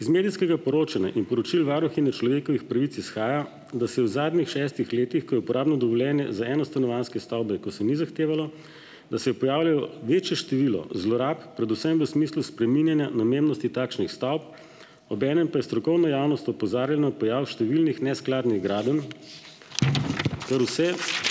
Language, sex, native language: Slovenian, male, Slovenian